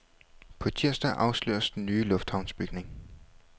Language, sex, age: Danish, male, 21